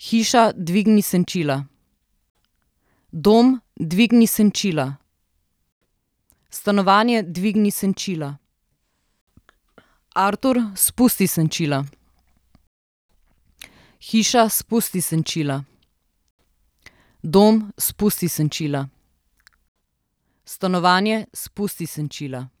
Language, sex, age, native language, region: Slovenian, female, 30-49, Slovenian, Southeast Slovenia